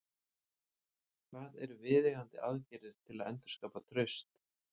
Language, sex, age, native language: Icelandic, male, 40-49, Icelandic